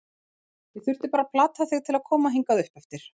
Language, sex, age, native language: Icelandic, female, 40-49, Icelandic